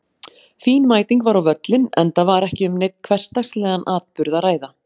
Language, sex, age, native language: Icelandic, female, 40-49, Icelandic